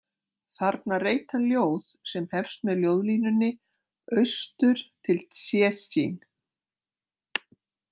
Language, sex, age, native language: Icelandic, female, 60-69, Icelandic